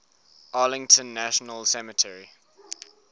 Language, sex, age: English, male, 19